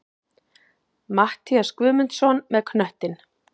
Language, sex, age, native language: Icelandic, female, 40-49, Icelandic